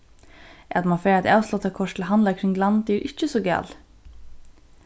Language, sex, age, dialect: Faroese, female, 15-35, Suðurstreymoy